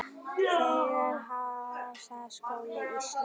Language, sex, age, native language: Icelandic, female, 9, Icelandic